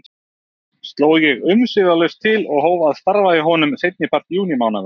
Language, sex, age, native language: Icelandic, male, 30-39, Icelandic